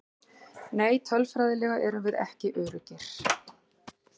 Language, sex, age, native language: Icelandic, female, 40-49, Icelandic